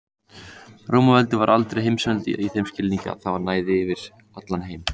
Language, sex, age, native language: Icelandic, male, 18-19, Icelandic